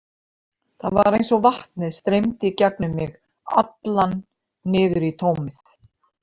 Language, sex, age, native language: Icelandic, female, 50-59, Icelandic